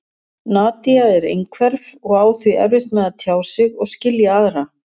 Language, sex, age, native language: Icelandic, female, 60-69, Icelandic